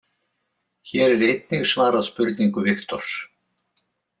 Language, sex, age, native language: Icelandic, male, 70-79, Icelandic